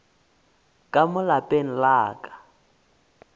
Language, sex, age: Northern Sotho, male, 24